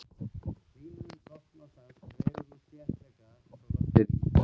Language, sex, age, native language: Icelandic, male, 20-29, Icelandic